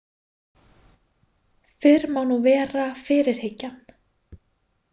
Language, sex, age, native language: Icelandic, female, 20-29, Icelandic